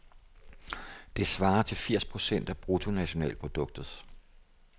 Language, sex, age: Danish, male, 57